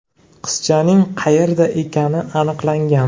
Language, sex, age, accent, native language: Uzbek, male, 25-34, Jizzax, Uzbek